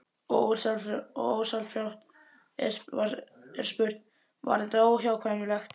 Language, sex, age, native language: Icelandic, male, 11, Icelandic